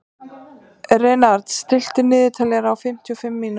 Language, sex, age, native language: Icelandic, female, 30-39, Icelandic